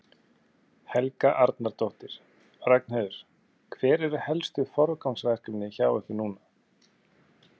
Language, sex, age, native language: Icelandic, male, 30-39, Icelandic